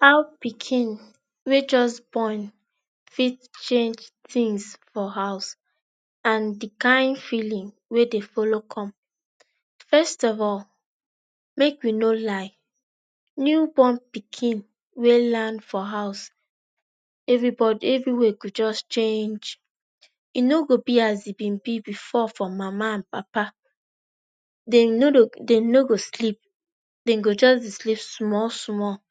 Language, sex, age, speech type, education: Nigerian Pidgin, female, 15-29, spontaneous, tertiary